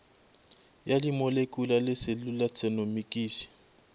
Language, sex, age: Northern Sotho, male, 24